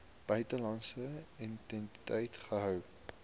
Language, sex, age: Afrikaans, male, 18